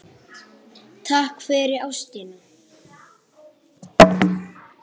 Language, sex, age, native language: Icelandic, female, 8, Icelandic